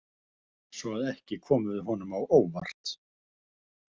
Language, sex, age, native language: Icelandic, male, 50-59, Icelandic